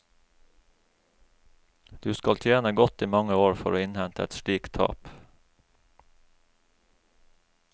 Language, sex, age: Norwegian, male, 36